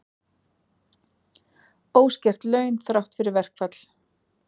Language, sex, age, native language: Icelandic, female, 40-49, Icelandic